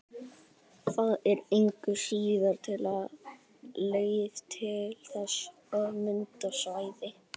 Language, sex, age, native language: Icelandic, female, 60-69, Icelandic